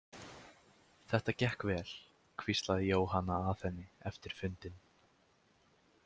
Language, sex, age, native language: Icelandic, male, 18-19, Icelandic